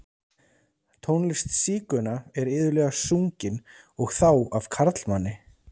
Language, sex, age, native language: Icelandic, male, 30-39, Icelandic